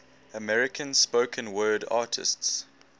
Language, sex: English, male